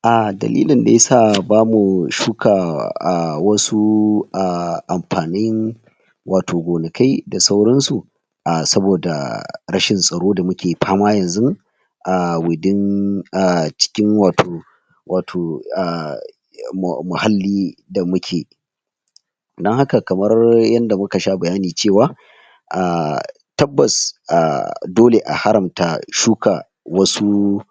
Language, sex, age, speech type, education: Hausa, male, 46-60, spontaneous, tertiary